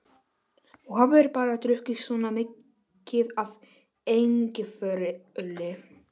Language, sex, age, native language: Icelandic, male, 11, Polish